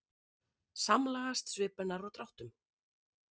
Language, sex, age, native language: Icelandic, female, 30-39, Icelandic